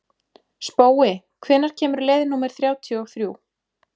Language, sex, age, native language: Icelandic, female, 20-29, Icelandic